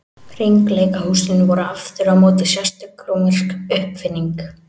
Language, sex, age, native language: Icelandic, male, 18-19, Icelandic